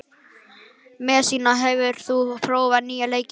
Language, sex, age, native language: Icelandic, male, 11, Icelandic